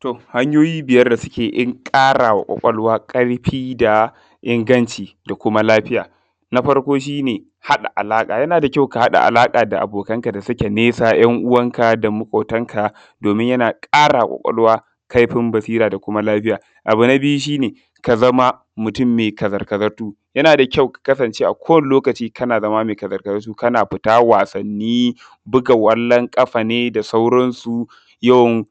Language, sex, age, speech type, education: Hausa, male, 15-29, spontaneous, tertiary